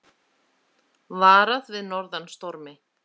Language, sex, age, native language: Icelandic, female, 30-39, Icelandic